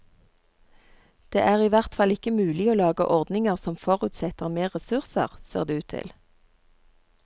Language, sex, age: Norwegian, female, 39